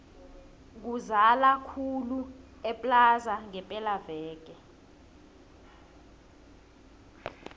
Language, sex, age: South Ndebele, female, 20